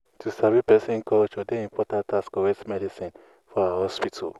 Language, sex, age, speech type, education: Nigerian Pidgin, male, 15-29, spontaneous, tertiary